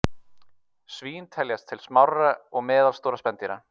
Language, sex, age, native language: Icelandic, male, 30-39, Icelandic